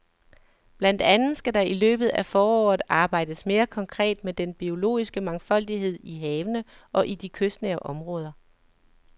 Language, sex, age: Danish, male, 37